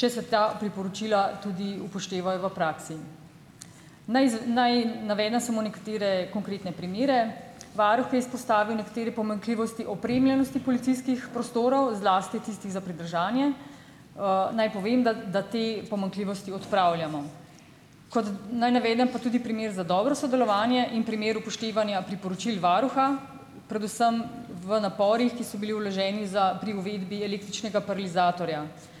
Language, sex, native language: Slovenian, female, Slovenian